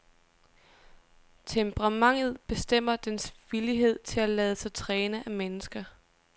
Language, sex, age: Danish, female, 23